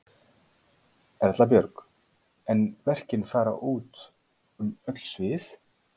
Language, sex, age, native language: Icelandic, male, 40-49, Icelandic